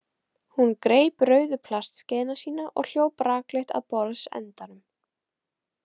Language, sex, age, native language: Icelandic, female, 18-19, Icelandic